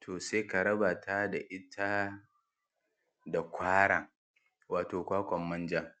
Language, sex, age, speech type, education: Hausa, male, 15-29, spontaneous, tertiary